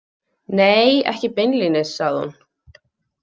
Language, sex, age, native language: Icelandic, female, 20-29, Icelandic